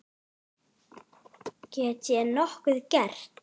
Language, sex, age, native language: Icelandic, female, 8, Icelandic